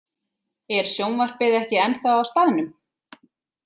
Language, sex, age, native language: Icelandic, female, 30-39, Icelandic